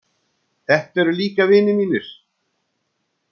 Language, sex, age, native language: Icelandic, male, 60-69, Icelandic